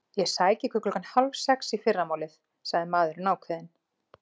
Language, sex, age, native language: Icelandic, female, 40-49, Icelandic